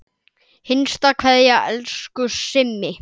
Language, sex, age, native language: Icelandic, male, 9, Icelandic